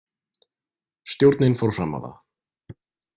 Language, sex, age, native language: Icelandic, male, 20-29, Icelandic